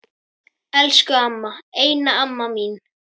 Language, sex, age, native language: Icelandic, female, 10, Icelandic